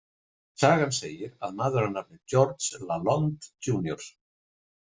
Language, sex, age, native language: Icelandic, male, 40-49, Icelandic